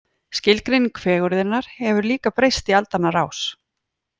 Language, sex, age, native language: Icelandic, female, 40-49, Icelandic